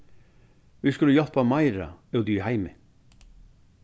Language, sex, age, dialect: Faroese, male, 61+, Vágar